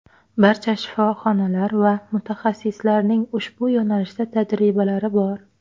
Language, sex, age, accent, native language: Uzbek, female, 19-29, Xorazm, Uzbek